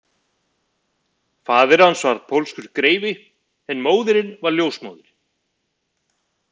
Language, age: Icelandic, 50-59